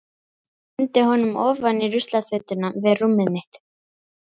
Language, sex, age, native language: Icelandic, female, 11, Icelandic